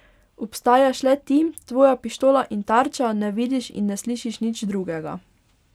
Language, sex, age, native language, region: Slovenian, female, 18-29, Slovenian, Pomurje region